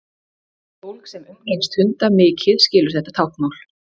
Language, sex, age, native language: Icelandic, female, 30-39, Icelandic